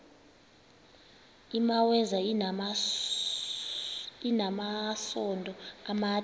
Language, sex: Xhosa, female